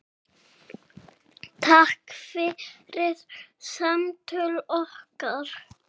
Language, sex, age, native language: Icelandic, male, 6, Icelandic